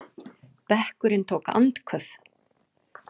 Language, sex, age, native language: Icelandic, female, 40-49, Icelandic